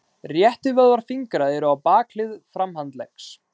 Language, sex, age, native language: Icelandic, male, 20-29, Icelandic